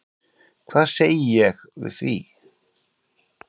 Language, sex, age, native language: Icelandic, male, 40-49, Icelandic